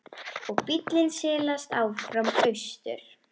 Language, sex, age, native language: Icelandic, female, 10, Icelandic